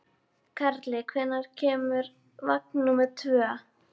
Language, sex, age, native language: Icelandic, female, 12, Icelandic